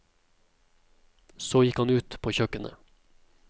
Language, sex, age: Norwegian, male, 27